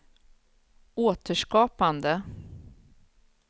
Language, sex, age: Swedish, female, 46